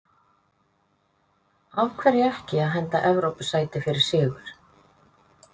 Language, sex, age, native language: Icelandic, female, 50-59, Icelandic